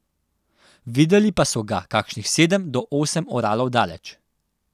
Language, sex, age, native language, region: Slovenian, male, 18-29, Slovenian, Central Slovenia